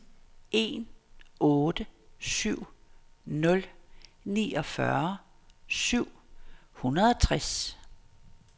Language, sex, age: Danish, female, 59